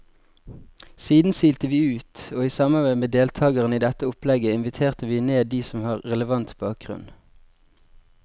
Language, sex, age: Norwegian, male, 20